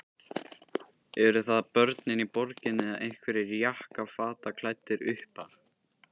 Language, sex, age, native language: Icelandic, male, 13, Icelandic